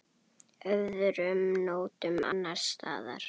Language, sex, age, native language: Icelandic, female, 8, Icelandic